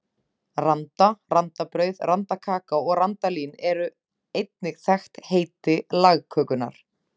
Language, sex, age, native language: Icelandic, female, 30-39, Icelandic